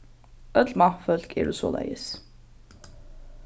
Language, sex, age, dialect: Faroese, female, 15-35, Norðurstreymoy/Eysturoy